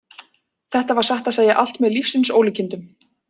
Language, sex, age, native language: Icelandic, female, 20-29, Icelandic